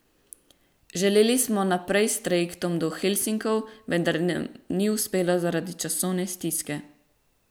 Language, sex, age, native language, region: Slovenian, female, 18-29, Slovenian, Central Slovenia